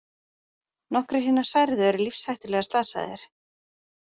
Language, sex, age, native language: Icelandic, female, 30-39, Icelandic